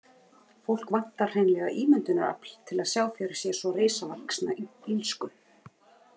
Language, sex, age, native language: Icelandic, female, 30-39, Icelandic